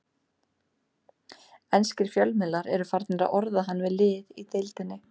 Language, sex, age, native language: Icelandic, female, 30-39, Icelandic